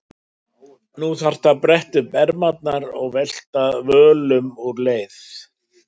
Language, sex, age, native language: Icelandic, male, 60-69, Icelandic